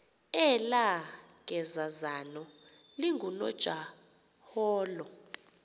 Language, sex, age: Xhosa, female, 28